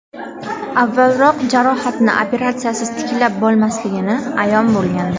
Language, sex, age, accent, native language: Uzbek, female, 19-29, Farg'ona, Uzbek